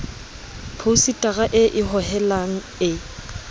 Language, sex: Southern Sotho, female